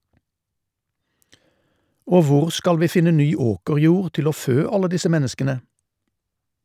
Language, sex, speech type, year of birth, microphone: Norwegian, male, read, 1952, Shure